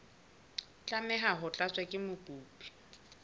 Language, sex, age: Southern Sotho, female, 22